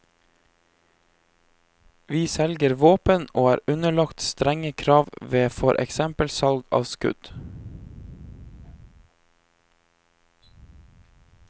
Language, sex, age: Norwegian, male, 23